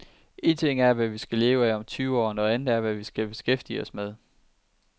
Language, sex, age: Danish, male, 23